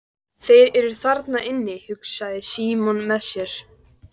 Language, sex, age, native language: Icelandic, female, 14, Icelandic